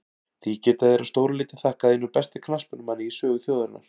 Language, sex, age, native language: Icelandic, male, 40-49, Icelandic